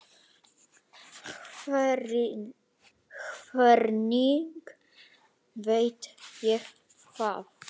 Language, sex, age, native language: Icelandic, male, 9, Icelandic